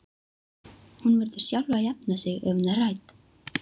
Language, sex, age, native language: Icelandic, female, 12, Icelandic